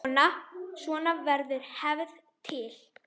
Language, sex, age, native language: Icelandic, female, 10, Icelandic